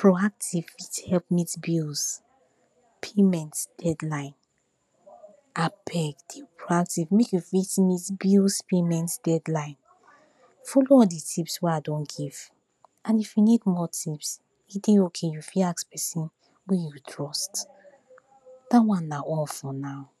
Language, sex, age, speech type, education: Nigerian Pidgin, female, 46-60, spontaneous, tertiary